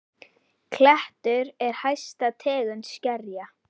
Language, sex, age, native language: Icelandic, female, 10, Icelandic